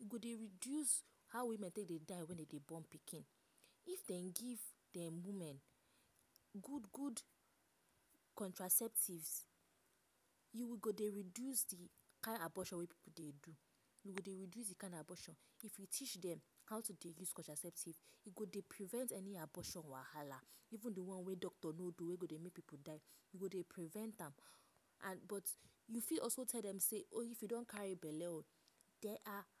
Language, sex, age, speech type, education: Nigerian Pidgin, female, 15-29, spontaneous, tertiary